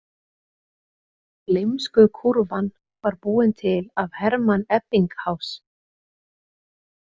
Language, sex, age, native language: Icelandic, female, 30-39, Icelandic